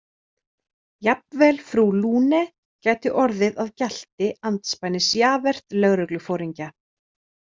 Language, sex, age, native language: Icelandic, female, 30-39, Icelandic